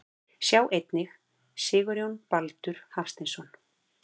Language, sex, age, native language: Icelandic, female, 40-49, Icelandic